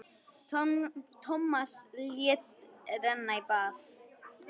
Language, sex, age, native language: Icelandic, female, 10, Icelandic